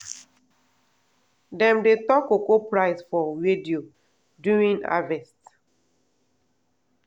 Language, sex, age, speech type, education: Nigerian Pidgin, female, 15-29, spontaneous, tertiary